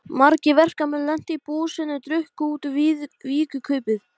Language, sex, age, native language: Icelandic, male, 12, Icelandic